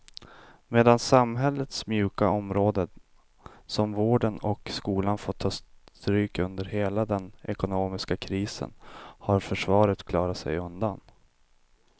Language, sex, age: Swedish, male, 25